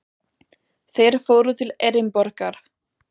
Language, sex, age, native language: Icelandic, female, 20-29, German